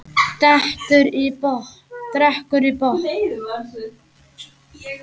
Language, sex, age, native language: Icelandic, male, 8, Icelandic